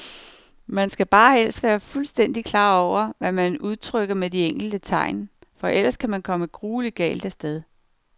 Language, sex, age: Danish, female, 49